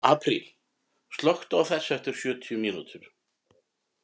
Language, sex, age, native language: Icelandic, male, 50-59, Icelandic